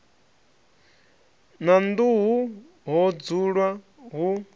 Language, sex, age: Venda, male, 26